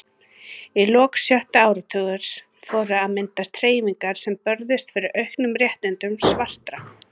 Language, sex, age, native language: Icelandic, female, 30-39, Icelandic